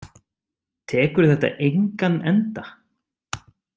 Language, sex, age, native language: Icelandic, male, 30-39, Icelandic